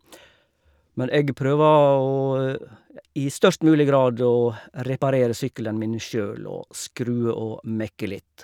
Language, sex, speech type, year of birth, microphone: Norwegian, male, spontaneous, 1956, Shure